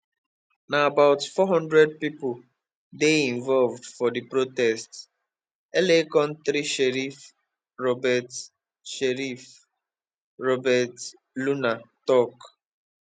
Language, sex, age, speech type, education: Nigerian Pidgin, male, 15-29, spontaneous, tertiary